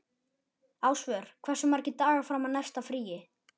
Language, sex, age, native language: Icelandic, male, 11, Icelandic